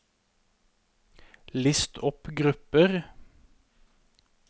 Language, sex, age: Norwegian, male, 31